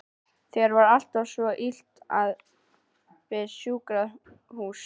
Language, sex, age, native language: Icelandic, female, 11, Icelandic